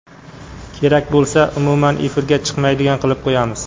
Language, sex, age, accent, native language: Uzbek, male, 25-34, Qashqadaryo, Uzbek